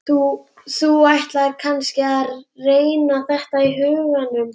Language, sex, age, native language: Icelandic, female, 11, Icelandic